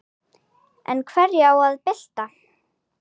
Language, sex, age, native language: Icelandic, female, 9, Icelandic